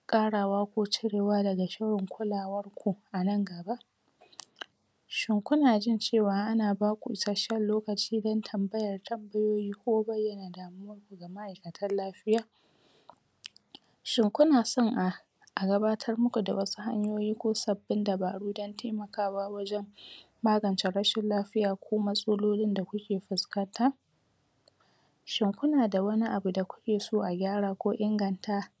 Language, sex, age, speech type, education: Hausa, female, 46-60, spontaneous, secondary